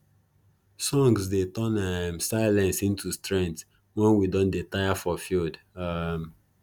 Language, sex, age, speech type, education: Nigerian Pidgin, male, 15-29, spontaneous, tertiary